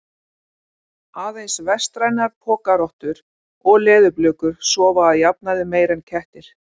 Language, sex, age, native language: Icelandic, female, 40-49, Icelandic